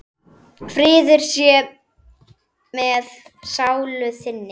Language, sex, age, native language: Icelandic, female, 10, Icelandic